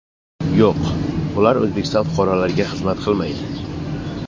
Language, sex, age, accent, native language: Uzbek, male, 25-34, Jizzax, Uzbek